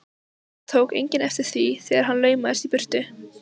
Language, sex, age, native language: Icelandic, female, 15, Icelandic